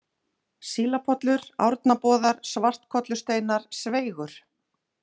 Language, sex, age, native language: Icelandic, female, 40-49, Icelandic